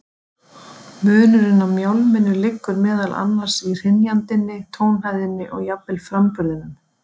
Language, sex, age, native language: Icelandic, female, 40-49, Icelandic